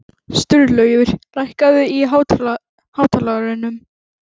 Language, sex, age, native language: Icelandic, female, 11, Icelandic